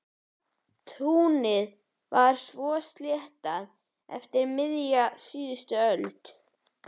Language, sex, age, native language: Icelandic, male, 11, Icelandic